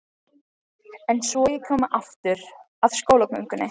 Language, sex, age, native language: Icelandic, other, 13, Icelandic